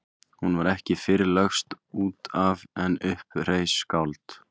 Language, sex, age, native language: Icelandic, male, 20-29, Icelandic